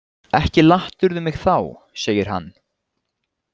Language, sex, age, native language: Icelandic, male, 20-29, Icelandic